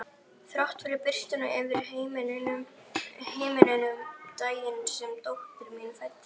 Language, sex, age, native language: Icelandic, male, 12, Icelandic